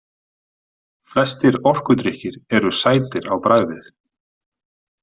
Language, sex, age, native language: Icelandic, male, 40-49, Icelandic